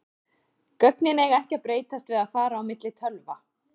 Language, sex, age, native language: Icelandic, female, 30-39, Icelandic